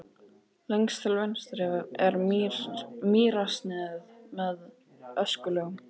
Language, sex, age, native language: Icelandic, male, 12, Icelandic